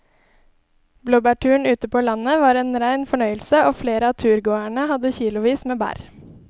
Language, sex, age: Norwegian, female, 20